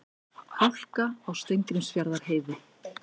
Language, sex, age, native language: Icelandic, female, 50-59, Icelandic